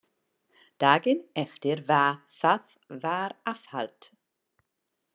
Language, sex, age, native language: Icelandic, female, 40-49, English